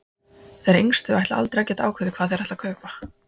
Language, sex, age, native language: Icelandic, female, 20-29, Icelandic